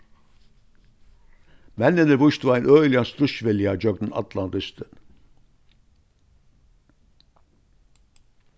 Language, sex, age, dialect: Faroese, male, 61+, Vágar